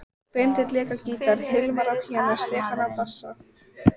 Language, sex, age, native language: Icelandic, female, 14, Icelandic